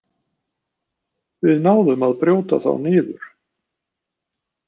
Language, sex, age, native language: Icelandic, male, 50-59, Icelandic